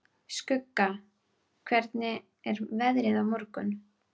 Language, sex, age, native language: Icelandic, female, 12, Icelandic